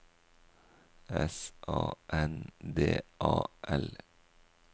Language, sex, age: Norwegian, male, 44